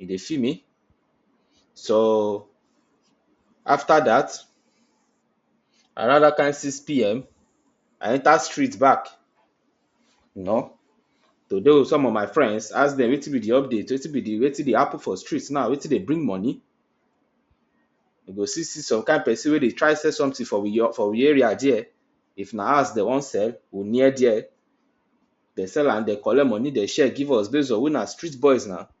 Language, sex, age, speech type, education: Nigerian Pidgin, male, 46-60, spontaneous, tertiary